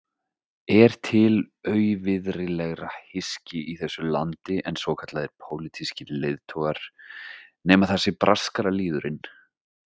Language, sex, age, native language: Icelandic, male, 30-39, Icelandic